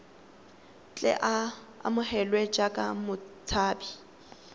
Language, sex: Tswana, female